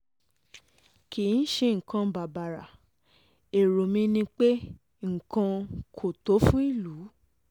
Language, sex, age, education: Yoruba, female, 15-29, tertiary